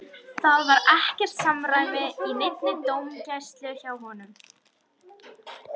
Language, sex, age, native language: Icelandic, female, 18-19, Icelandic